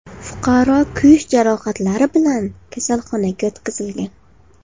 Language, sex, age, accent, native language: Uzbek, female, 18-24, Farg'ona, Uzbek